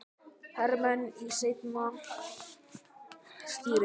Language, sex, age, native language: Icelandic, female, 10, Icelandic